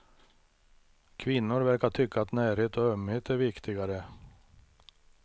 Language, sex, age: Swedish, male, 63